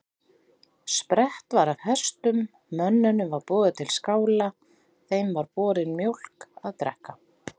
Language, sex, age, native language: Icelandic, female, 40-49, Icelandic